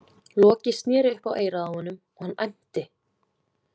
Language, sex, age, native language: Icelandic, female, 20-29, Icelandic